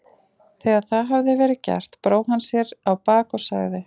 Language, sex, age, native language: Icelandic, female, 40-49, Icelandic